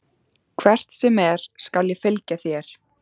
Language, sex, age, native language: Icelandic, female, 14, Icelandic